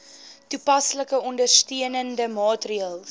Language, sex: Afrikaans, female